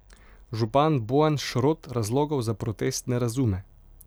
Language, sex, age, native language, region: Slovenian, male, 18-29, Slovenian, Pomurje region